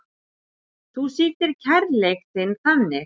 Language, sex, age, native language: Icelandic, male, 7, Icelandic